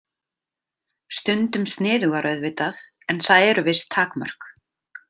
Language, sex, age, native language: Icelandic, female, 30-39, Icelandic